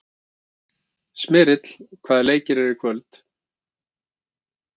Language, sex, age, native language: Icelandic, male, 50-59, Icelandic